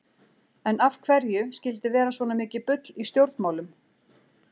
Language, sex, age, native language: Icelandic, female, 40-49, Icelandic